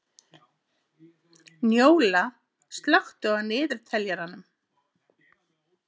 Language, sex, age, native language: Icelandic, female, 50-59, Icelandic